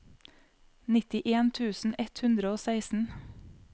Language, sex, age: Norwegian, female, 35